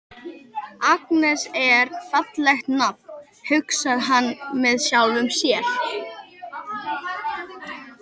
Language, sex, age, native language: Icelandic, female, 12, Icelandic